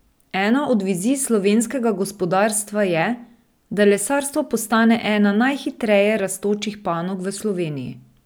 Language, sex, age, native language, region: Slovenian, female, 30-49, Slovenian, Drava region